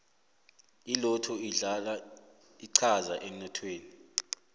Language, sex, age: South Ndebele, male, 25